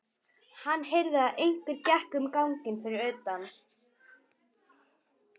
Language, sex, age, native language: Icelandic, female, 11, Icelandic